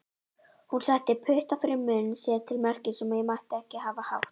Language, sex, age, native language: Icelandic, female, 18-19, Icelandic